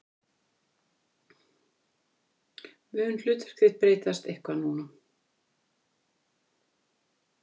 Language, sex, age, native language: Icelandic, female, 50-59, Icelandic